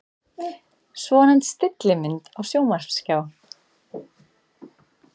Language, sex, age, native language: Icelandic, female, 30-39, Icelandic